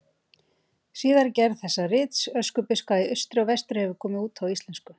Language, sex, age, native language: Icelandic, female, 40-49, Icelandic